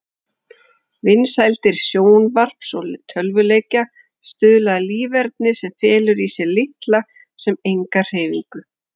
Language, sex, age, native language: Icelandic, female, 40-49, Icelandic